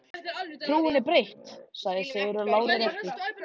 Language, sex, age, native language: Icelandic, male, 13, Icelandic